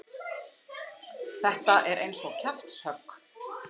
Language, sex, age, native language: Icelandic, female, 50-59, Icelandic